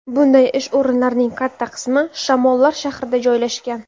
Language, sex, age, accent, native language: Uzbek, female, 19-29, Samarqand, Uzbek